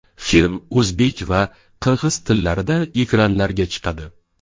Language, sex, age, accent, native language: Uzbek, male, 12-17, Sirdaryo, Uzbek